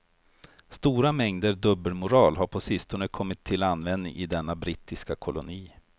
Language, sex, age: Swedish, male, 43